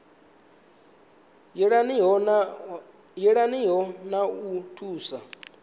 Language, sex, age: Venda, male, 19